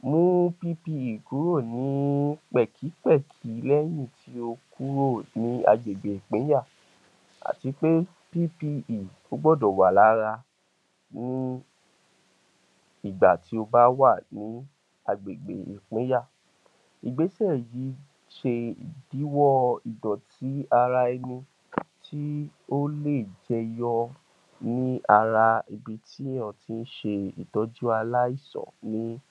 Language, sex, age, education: Yoruba, male, 46-60, tertiary